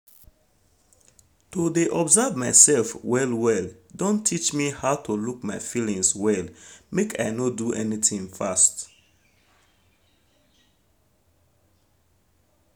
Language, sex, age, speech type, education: Nigerian Pidgin, male, 30-45, spontaneous, tertiary